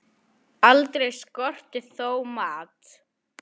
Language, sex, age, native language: Icelandic, female, 10, Icelandic